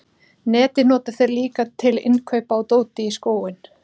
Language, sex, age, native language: Icelandic, female, 30-39, Icelandic